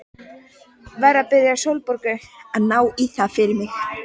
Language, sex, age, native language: Icelandic, female, 14, Icelandic